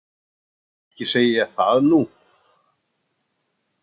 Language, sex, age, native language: Icelandic, male, 60-69, Icelandic